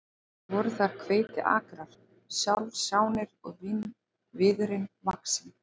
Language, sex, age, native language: Icelandic, female, 40-49, Icelandic